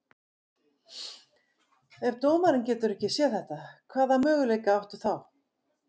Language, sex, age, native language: Icelandic, female, 50-59, Icelandic